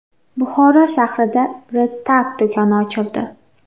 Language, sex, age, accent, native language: Uzbek, female, 18-24, Xorazm, Uzbek